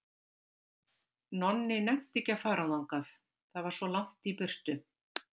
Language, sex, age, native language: Icelandic, female, 60-69, Icelandic